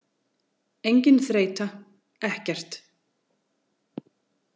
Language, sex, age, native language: Icelandic, female, 40-49, Icelandic